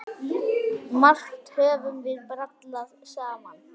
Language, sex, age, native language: Icelandic, male, 9, Icelandic